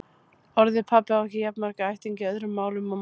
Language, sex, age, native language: Icelandic, female, 30-39, Icelandic